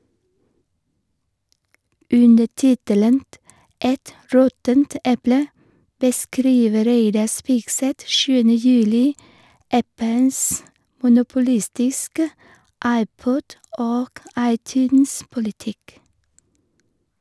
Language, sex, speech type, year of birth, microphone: Norwegian, female, read, 1973, Sennheiser